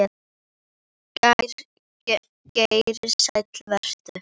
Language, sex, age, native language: Icelandic, female, 10, Icelandic